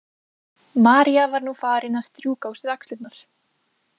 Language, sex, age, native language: Icelandic, female, 20-29, Icelandic